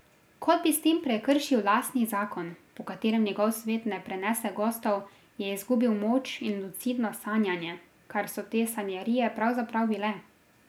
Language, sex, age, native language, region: Slovenian, female, 18-29, Slovenian, Drava region